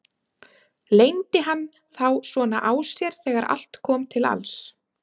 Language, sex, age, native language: Icelandic, female, 30-39, Icelandic